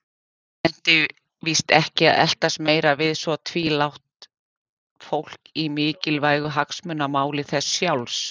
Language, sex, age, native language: Icelandic, female, 50-59, Icelandic